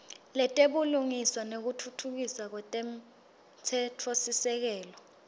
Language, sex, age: Swati, female, 20